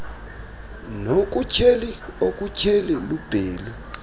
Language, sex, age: Xhosa, male, 32